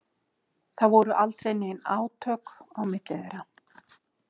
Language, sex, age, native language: Icelandic, female, 50-59, Icelandic